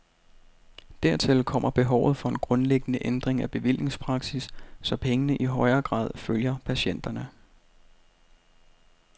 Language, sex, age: Danish, male, 32